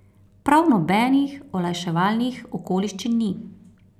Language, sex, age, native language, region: Slovenian, female, 30-49, Slovenian, Carinthia region